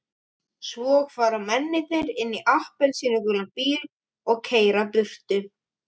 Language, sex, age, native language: Icelandic, male, 12, Icelandic